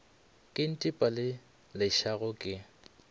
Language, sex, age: Northern Sotho, male, 25